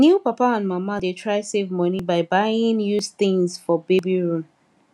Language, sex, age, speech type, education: Nigerian Pidgin, female, 15-29, spontaneous, tertiary